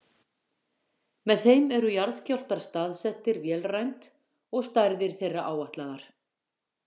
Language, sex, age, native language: Icelandic, female, 50-59, Icelandic